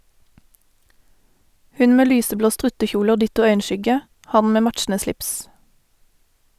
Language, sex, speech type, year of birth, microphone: Norwegian, female, read, 1988, Sennheiser